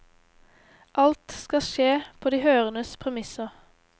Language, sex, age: Norwegian, female, 18